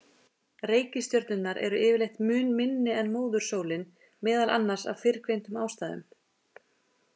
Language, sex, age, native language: Icelandic, female, 20-29, Icelandic